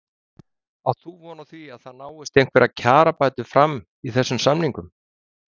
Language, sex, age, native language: Icelandic, male, 50-59, Icelandic